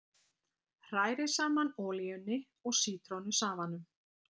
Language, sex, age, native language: Icelandic, female, 50-59, Icelandic